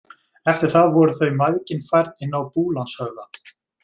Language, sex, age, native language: Icelandic, male, 20-29, Icelandic